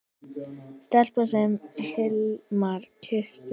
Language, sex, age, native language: Icelandic, female, 10, Icelandic